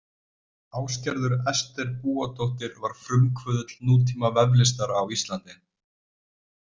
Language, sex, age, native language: Icelandic, male, 20-29, Icelandic